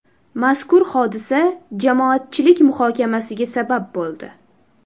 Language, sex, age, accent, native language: Uzbek, female, 18-24, Toshkent shahri, Uzbek